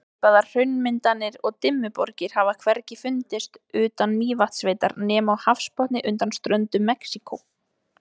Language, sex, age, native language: Icelandic, female, 20-29, Icelandic